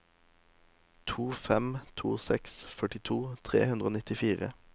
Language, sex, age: Norwegian, male, 18